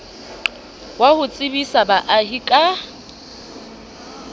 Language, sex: Southern Sotho, female